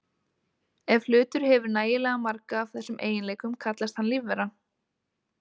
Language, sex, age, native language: Icelandic, female, 20-29, Icelandic